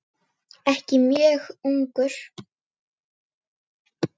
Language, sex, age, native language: Icelandic, female, 9, Icelandic